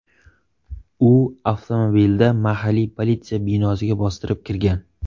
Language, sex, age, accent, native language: Uzbek, male, 18-24, Surxondaryo, Uzbek